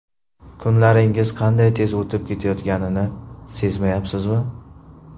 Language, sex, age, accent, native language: Uzbek, male, 18-24, Qashqadaryo, Uzbek